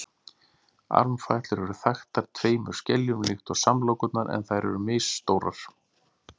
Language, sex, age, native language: Icelandic, male, 40-49, Icelandic